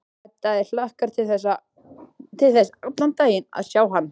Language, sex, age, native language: Icelandic, male, 13, Icelandic